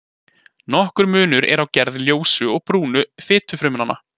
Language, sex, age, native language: Icelandic, male, 20-29, Icelandic